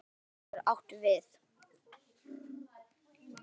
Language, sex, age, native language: Icelandic, male, 10, Icelandic